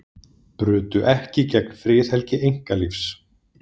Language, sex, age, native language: Icelandic, male, 30-39, Icelandic